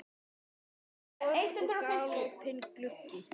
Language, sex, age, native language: Icelandic, male, 12, Icelandic